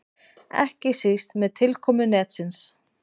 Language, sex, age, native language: Icelandic, female, 20-29, Icelandic